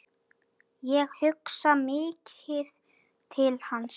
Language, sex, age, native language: Icelandic, male, 9, Icelandic